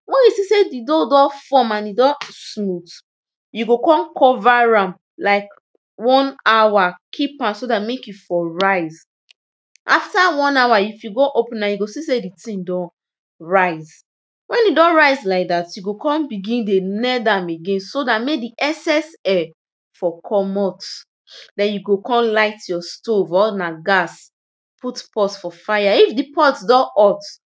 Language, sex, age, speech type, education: Nigerian Pidgin, female, 15-29, spontaneous, tertiary